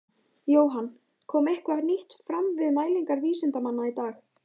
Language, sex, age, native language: Icelandic, female, 14, Icelandic